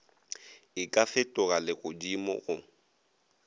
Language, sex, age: Northern Sotho, male, 22